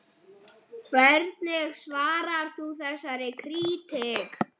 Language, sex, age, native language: Icelandic, male, 8, Icelandic